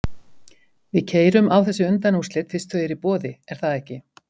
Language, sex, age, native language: Icelandic, female, 50-59, Icelandic